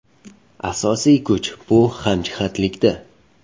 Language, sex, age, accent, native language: Uzbek, male, 18-24, Farg'ona, Uzbek